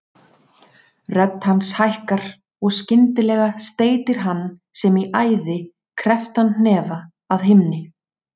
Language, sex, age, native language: Icelandic, female, 30-39, Icelandic